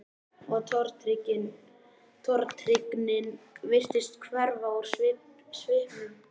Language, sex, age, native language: Icelandic, male, 11, Icelandic